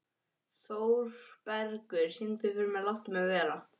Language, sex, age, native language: Icelandic, male, 11, English